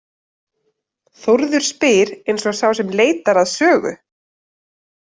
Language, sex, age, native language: Icelandic, female, 30-39, Icelandic